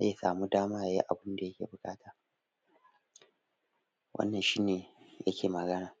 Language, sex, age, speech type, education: Hausa, male, 15-29, spontaneous, tertiary